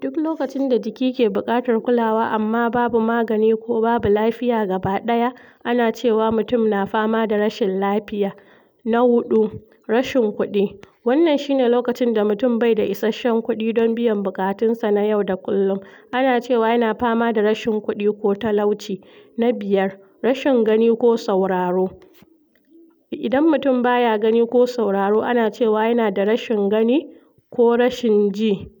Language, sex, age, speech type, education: Hausa, female, 46-60, spontaneous, tertiary